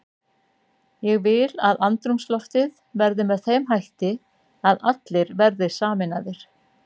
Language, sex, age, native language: Icelandic, female, 60-69, Icelandic